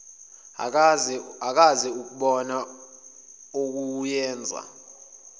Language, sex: Zulu, male